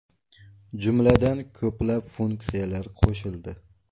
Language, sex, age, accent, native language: Uzbek, male, 18-24, Navoiy, Uzbek